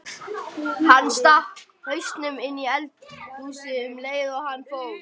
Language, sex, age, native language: Icelandic, male, 12, Icelandic